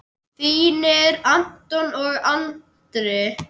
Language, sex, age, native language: Icelandic, male, 10, Icelandic